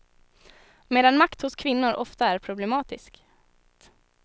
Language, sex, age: Swedish, female, 19